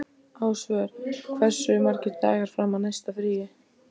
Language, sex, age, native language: Icelandic, female, 14, Icelandic